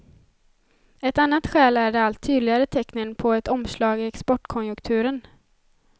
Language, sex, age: Swedish, female, 20